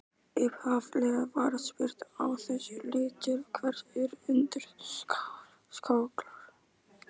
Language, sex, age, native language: Icelandic, male, 18-19, Icelandic